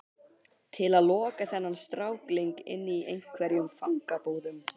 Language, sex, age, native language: Icelandic, male, 12, Icelandic